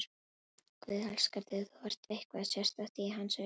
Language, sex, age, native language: Icelandic, female, 11, Icelandic